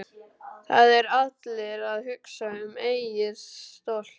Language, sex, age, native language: Icelandic, male, 12, Icelandic